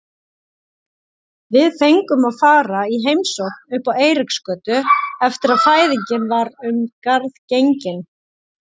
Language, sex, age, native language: Icelandic, female, 40-49, Icelandic